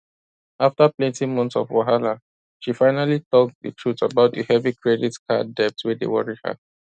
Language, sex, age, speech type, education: Nigerian Pidgin, male, 15-29, spontaneous, tertiary